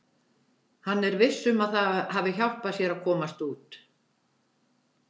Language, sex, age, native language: Icelandic, female, 70-79, Icelandic